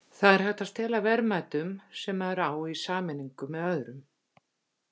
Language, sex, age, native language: Icelandic, female, 50-59, Icelandic